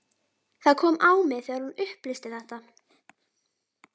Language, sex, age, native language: Icelandic, female, 12, Icelandic